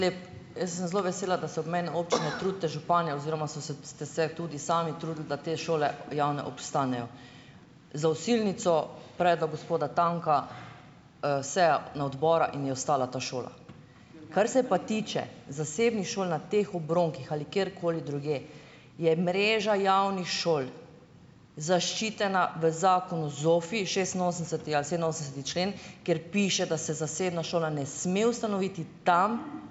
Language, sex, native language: Slovenian, female, Slovenian